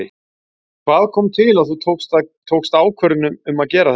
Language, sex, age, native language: Icelandic, male, 40-49, Icelandic